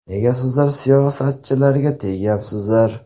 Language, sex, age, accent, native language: Uzbek, male, 18-24, Surxondaryo, Uzbek